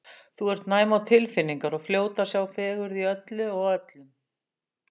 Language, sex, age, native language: Icelandic, female, 60-69, Icelandic